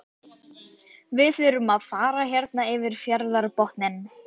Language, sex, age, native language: Icelandic, female, 12, Icelandic